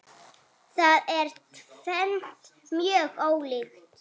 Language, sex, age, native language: Icelandic, female, 8, Icelandic